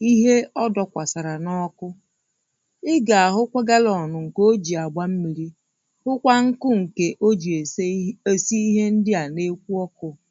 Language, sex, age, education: Igbo, female, 30-45, primary